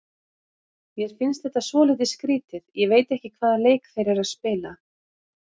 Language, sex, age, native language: Icelandic, female, 30-39, Icelandic